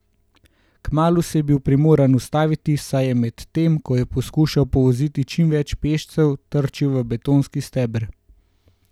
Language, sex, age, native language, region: Slovenian, male, 18-29, Slovenian, Gorenjska region